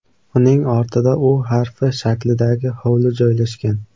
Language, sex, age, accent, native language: Uzbek, male, 18-24, Samarqand, Uzbek